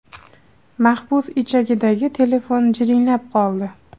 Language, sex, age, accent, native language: Uzbek, female, 18-24, Andijon, Uzbek